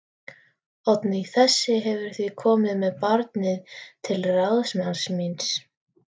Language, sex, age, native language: Icelandic, female, 13, Icelandic